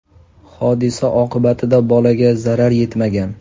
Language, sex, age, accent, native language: Uzbek, male, 19-29, Toshkent viloyati, Uzbek